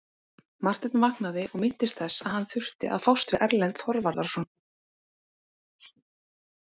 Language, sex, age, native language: Icelandic, female, 18-19, Icelandic